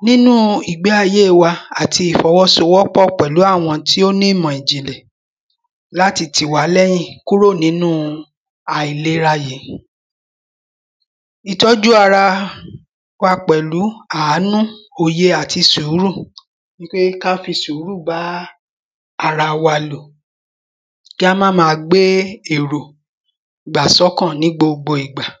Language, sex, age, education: Yoruba, female, 46-60, primary